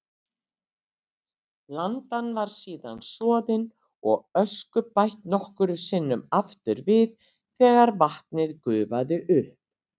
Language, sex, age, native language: Icelandic, female, 60-69, Icelandic